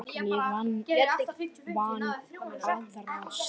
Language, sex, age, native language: Icelandic, female, 10, Icelandic